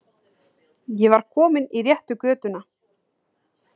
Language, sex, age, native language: Icelandic, female, 30-39, Icelandic